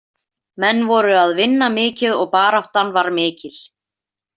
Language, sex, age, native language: Icelandic, female, 20-29, Icelandic